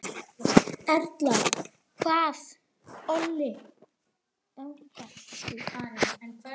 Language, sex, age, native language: Icelandic, female, 10, Icelandic